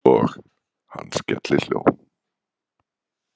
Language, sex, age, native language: Icelandic, male, 40-49, Icelandic